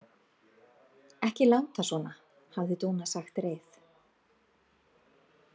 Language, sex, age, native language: Icelandic, female, 40-49, Icelandic